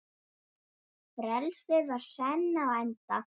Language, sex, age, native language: Icelandic, male, 9, Icelandic